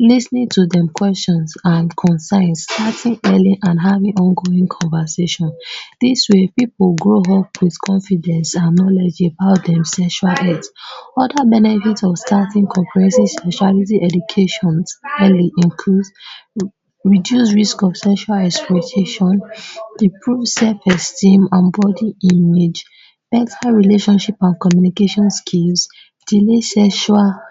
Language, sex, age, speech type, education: Nigerian Pidgin, female, 15-29, spontaneous, tertiary